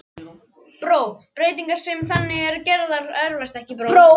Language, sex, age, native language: Icelandic, other, 12, Icelandic